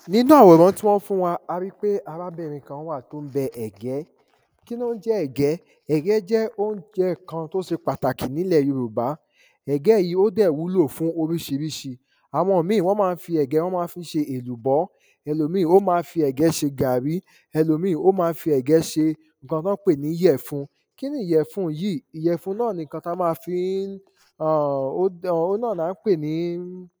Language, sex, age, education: Yoruba, male, 15-29, tertiary